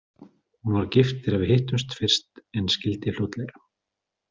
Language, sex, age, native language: Icelandic, male, 40-49, Icelandic